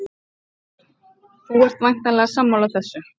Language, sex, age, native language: Icelandic, female, 30-39, Icelandic